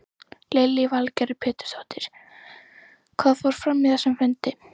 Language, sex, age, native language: Icelandic, female, 11, Icelandic